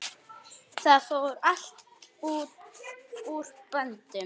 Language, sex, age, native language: Icelandic, female, 9, Icelandic